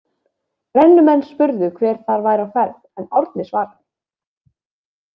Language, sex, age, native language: Icelandic, female, 20-29, Icelandic